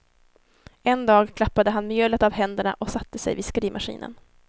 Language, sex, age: Swedish, female, 19